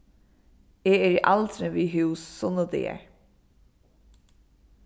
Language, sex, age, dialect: Faroese, female, 15-35, Suðurstreymoy